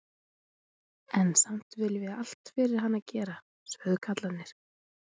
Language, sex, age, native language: Icelandic, female, 20-29, Icelandic